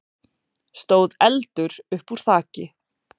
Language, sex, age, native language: Icelandic, female, 40-49, Icelandic